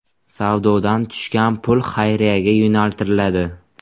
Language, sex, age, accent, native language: Uzbek, male, 18-24, Buxoro, Uzbek